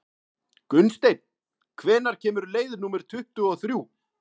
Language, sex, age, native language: Icelandic, male, 30-39, Icelandic